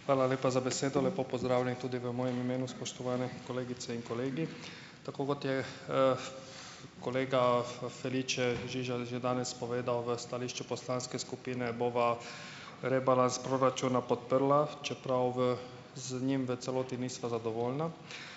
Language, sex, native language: Slovenian, male, Hungarian